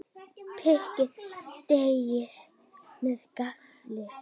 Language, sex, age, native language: Icelandic, female, 9, Icelandic